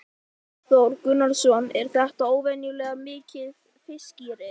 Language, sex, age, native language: Icelandic, male, 11, Icelandic